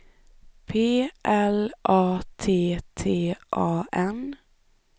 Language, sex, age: Swedish, female, 25